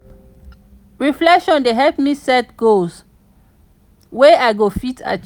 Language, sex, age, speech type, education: Nigerian Pidgin, female, 30-45, spontaneous, tertiary